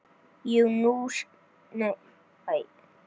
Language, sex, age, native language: Icelandic, male, 9, Icelandic